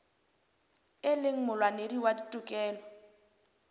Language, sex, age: Southern Sotho, female, 23